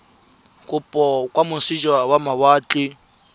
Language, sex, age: Tswana, male, 23